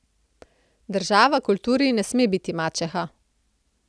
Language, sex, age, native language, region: Slovenian, female, 30-49, Slovenian, Central Slovenia